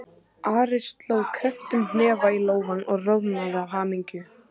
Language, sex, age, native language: Icelandic, female, 14, Icelandic